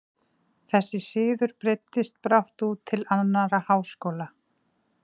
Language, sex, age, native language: Icelandic, female, 40-49, Icelandic